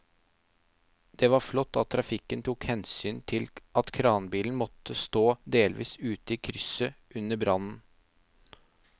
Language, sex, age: Norwegian, male, 30